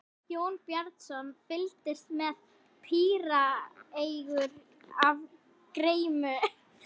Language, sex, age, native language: Icelandic, female, 11, Icelandic